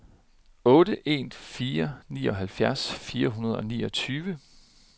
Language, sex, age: Danish, male, 30